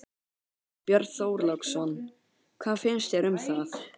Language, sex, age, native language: Icelandic, male, 12, Icelandic